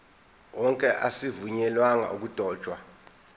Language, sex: Zulu, male